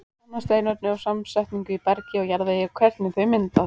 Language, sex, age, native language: Icelandic, female, 18-19, Icelandic